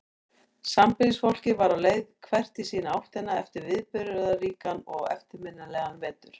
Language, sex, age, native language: Icelandic, female, 40-49, Icelandic